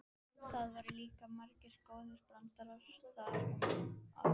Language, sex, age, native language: Icelandic, female, 14, Icelandic